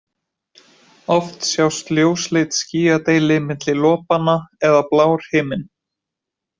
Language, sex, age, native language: Icelandic, male, 20-29, Icelandic